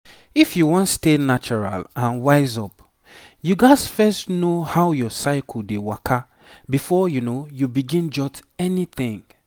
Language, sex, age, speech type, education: Nigerian Pidgin, male, 30-45, spontaneous, tertiary